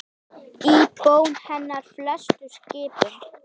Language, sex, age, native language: Icelandic, female, 8, Icelandic